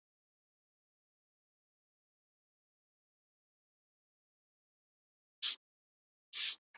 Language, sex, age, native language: Icelandic, female, 50-59, Icelandic